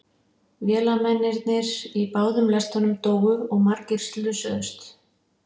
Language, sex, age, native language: Icelandic, female, 50-59, Icelandic